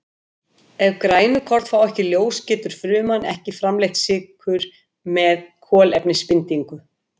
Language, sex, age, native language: Icelandic, female, 50-59, Icelandic